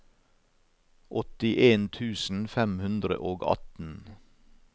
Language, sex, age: Norwegian, male, 56